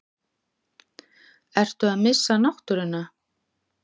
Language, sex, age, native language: Icelandic, female, 40-49, Icelandic